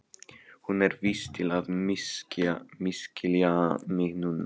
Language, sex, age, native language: Icelandic, male, 15, Polish